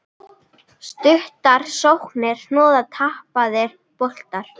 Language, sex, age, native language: Icelandic, female, 9, Icelandic